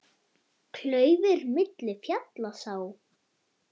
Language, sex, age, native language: Icelandic, female, 9, Icelandic